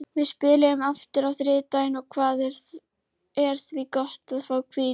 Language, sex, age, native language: Icelandic, female, 30-39, Icelandic